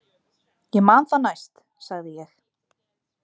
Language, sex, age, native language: Icelandic, female, 20-29, Icelandic